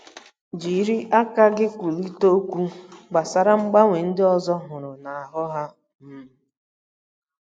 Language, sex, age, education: Igbo, female, 30-45, tertiary